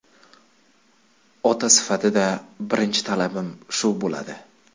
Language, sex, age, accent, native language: Uzbek, male, 25-34, Qashqadaryo, Uzbek